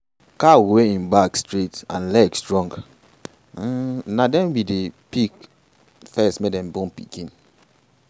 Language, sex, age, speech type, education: Nigerian Pidgin, male, 15-29, spontaneous, tertiary